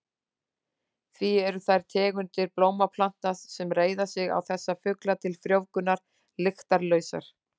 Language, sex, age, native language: Icelandic, female, 40-49, Icelandic